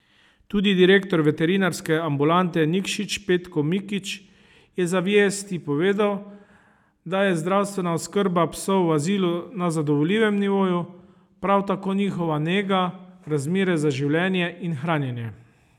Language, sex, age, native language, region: Slovenian, male, 30-49, Slovenian, Savinja region